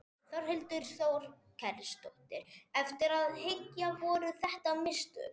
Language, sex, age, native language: Icelandic, male, 40-49, Spanish